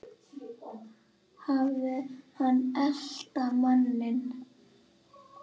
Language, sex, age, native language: Icelandic, female, 8, Icelandic